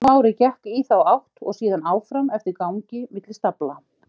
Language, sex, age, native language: Icelandic, female, 50-59, Icelandic